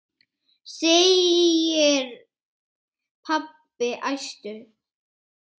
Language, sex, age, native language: Icelandic, female, 8, Icelandic